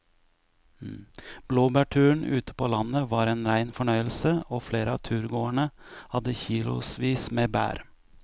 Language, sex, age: Norwegian, male, 41